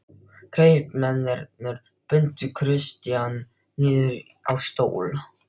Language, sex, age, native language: Icelandic, male, 12, Filipino